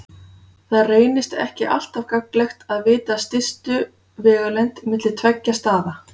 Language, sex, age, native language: Icelandic, female, 40-49, Icelandic